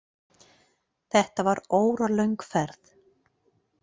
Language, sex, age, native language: Icelandic, female, 40-49, Icelandic